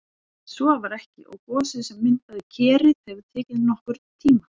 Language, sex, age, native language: Icelandic, female, 40-49, Icelandic